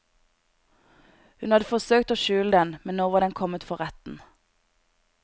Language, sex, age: Norwegian, female, 26